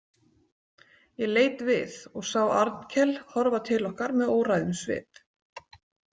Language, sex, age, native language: Icelandic, female, 40-49, Icelandic